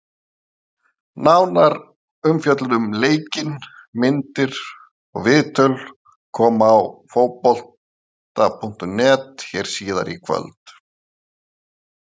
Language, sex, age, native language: Icelandic, male, 50-59, Icelandic